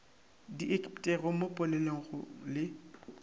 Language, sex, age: Northern Sotho, male, 19